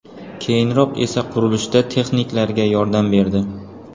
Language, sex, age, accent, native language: Uzbek, male, 18-24, Qoraqalpog'iston, Uzbek